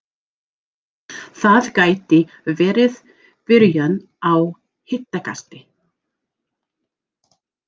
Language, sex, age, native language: Icelandic, female, 40-49, English